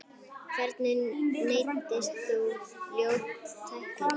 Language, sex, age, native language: Icelandic, female, 10, Icelandic